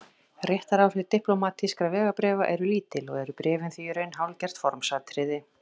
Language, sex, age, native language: Icelandic, female, 40-49, Icelandic